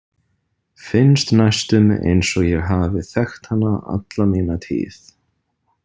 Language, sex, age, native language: Icelandic, male, 30-39, Icelandic